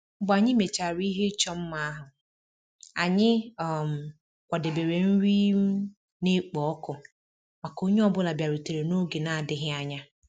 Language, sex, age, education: Igbo, female, 30-45, tertiary